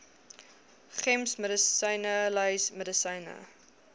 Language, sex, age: Afrikaans, female, 21